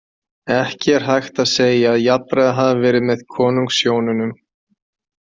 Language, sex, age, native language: Icelandic, male, 40-49, Icelandic